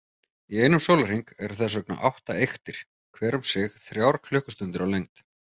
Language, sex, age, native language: Icelandic, male, 30-39, Icelandic